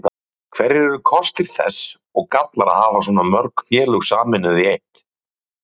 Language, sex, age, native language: Icelandic, male, 40-49, Icelandic